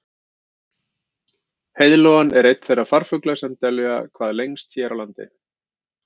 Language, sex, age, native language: Icelandic, male, 50-59, Icelandic